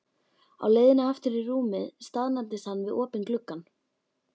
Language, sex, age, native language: Icelandic, female, 12, Icelandic